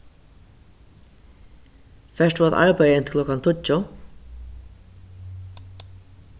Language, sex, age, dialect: Faroese, female, 36-60, Suðurstreymoy